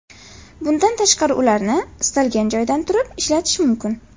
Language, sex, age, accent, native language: Uzbek, female, 18-24, Farg'ona, Uzbek